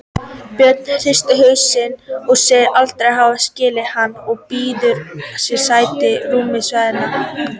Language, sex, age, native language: Icelandic, female, 18-19, Icelandic